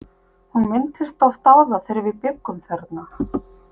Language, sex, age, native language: Icelandic, female, 50-59, Icelandic